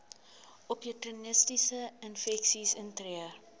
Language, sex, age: Afrikaans, female, 19